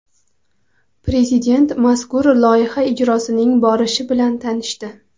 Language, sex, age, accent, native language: Uzbek, female, 18-24, Qoraqalpog'iston, Karakalpak